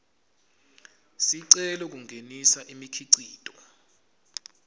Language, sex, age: Swati, male, 25